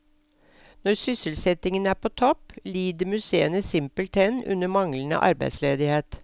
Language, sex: Norwegian, female